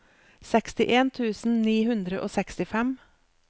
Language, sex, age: Norwegian, female, 47